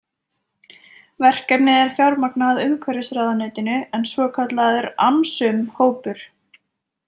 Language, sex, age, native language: Icelandic, female, 20-29, Icelandic